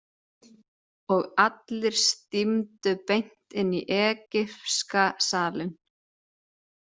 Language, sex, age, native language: Icelandic, female, 30-39, Icelandic